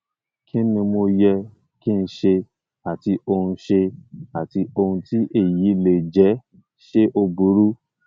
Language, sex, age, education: Yoruba, male, 30-45, tertiary